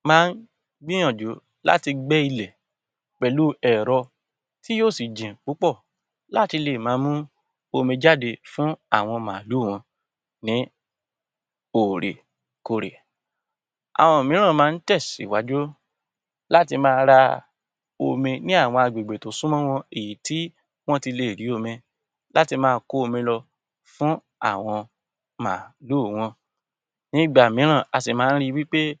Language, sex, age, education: Yoruba, male, 60+, tertiary